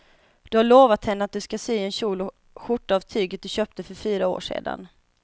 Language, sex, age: Swedish, female, 25